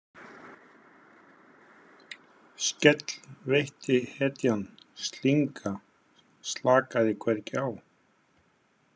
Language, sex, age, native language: Icelandic, male, 50-59, Icelandic